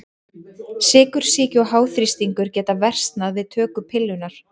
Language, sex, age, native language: Icelandic, female, 30-39, Icelandic